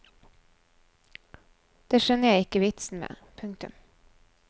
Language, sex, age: Norwegian, female, 24